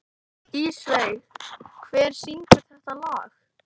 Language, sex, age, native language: Icelandic, male, 18-19, Icelandic